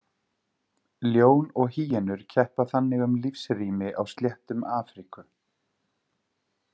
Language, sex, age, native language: Icelandic, male, 30-39, Icelandic